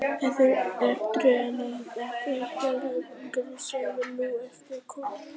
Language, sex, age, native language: Icelandic, female, 50-59, Icelandic